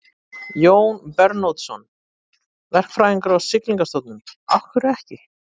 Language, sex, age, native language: Icelandic, male, 30-39, Icelandic